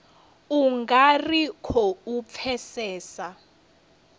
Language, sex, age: Venda, female, 30